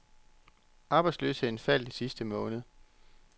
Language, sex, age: Danish, male, 34